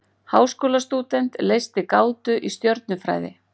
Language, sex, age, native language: Icelandic, female, 40-49, Icelandic